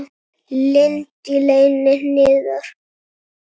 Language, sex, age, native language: Icelandic, male, 7, Icelandic